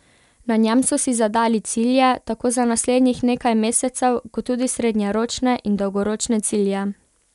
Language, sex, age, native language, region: Slovenian, female, 18-29, Slovenian, Pomurje region